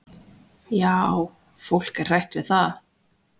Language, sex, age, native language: Icelandic, female, 20-29, Icelandic